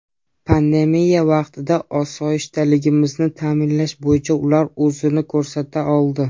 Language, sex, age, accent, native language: Uzbek, male, 19-29, Namangan, Uzbek